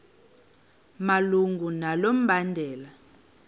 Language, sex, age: Xhosa, female, 18